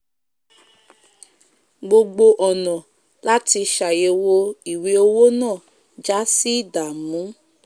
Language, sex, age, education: Yoruba, female, 15-29, tertiary